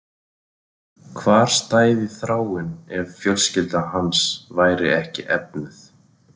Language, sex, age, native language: Icelandic, male, 40-49, Icelandic